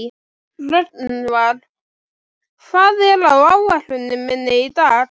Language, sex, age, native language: Icelandic, female, 11, Icelandic